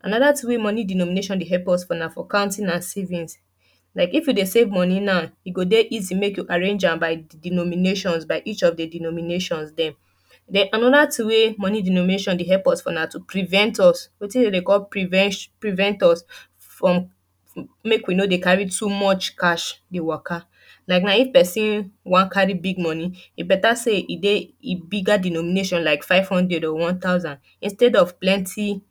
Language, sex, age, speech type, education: Nigerian Pidgin, female, 15-29, spontaneous, tertiary